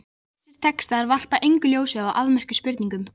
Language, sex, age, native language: Icelandic, female, 13, Icelandic